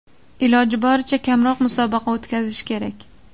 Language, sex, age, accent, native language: Uzbek, female, 18-24, Surxondaryo, Uzbek